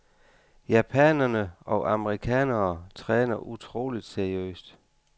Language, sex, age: Danish, male, 49